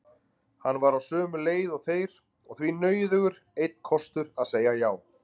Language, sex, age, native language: Icelandic, male, 30-39, Icelandic